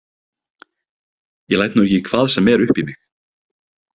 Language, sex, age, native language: Icelandic, male, 30-39, Icelandic